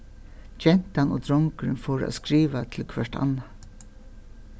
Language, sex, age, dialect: Faroese, female, 61+, Suðurstreymoy